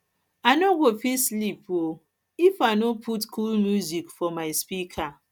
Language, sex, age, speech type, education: Nigerian Pidgin, female, 30-45, spontaneous, tertiary